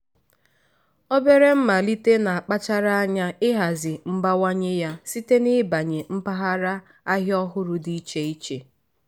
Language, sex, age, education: Igbo, female, 15-29, tertiary